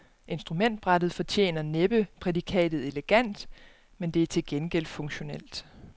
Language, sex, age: Danish, female, 29